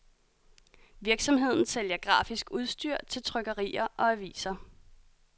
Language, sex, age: Danish, female, 30